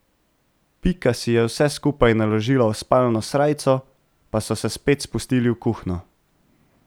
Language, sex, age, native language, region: Slovenian, male, 18-29, Slovenian, Central Slovenia